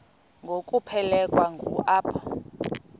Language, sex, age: Xhosa, female, 31